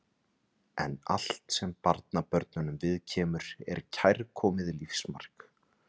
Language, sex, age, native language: Icelandic, male, 30-39, Icelandic